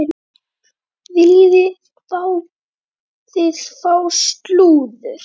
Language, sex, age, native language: Icelandic, male, 8, Icelandic